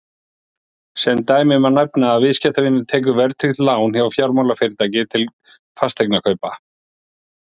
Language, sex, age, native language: Icelandic, male, 40-49, Icelandic